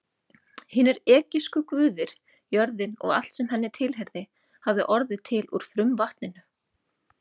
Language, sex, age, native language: Icelandic, female, 30-39, Icelandic